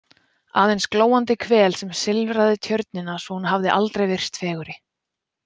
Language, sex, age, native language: Icelandic, female, 20-29, Icelandic